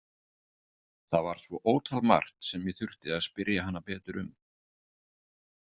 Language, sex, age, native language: Icelandic, male, 50-59, Icelandic